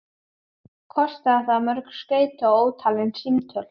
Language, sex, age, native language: Icelandic, female, 11, Icelandic